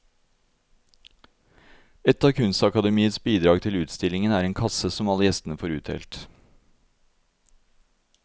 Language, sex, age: Norwegian, male, 52